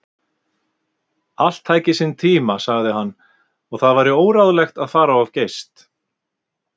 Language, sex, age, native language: Icelandic, male, 50-59, Icelandic